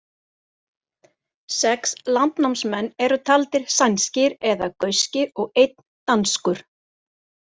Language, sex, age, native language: Icelandic, female, 40-49, Icelandic